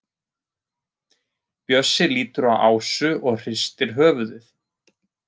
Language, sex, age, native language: Icelandic, male, 30-39, Icelandic